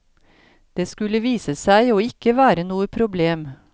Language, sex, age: Norwegian, female, 53